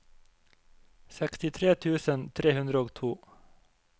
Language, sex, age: Norwegian, male, 25